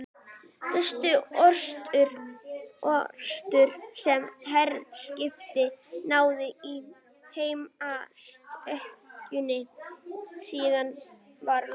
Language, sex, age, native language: Icelandic, female, 11, Icelandic